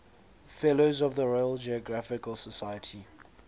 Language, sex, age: English, male, 22